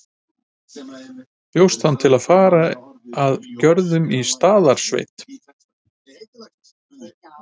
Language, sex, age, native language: Icelandic, male, 50-59, Icelandic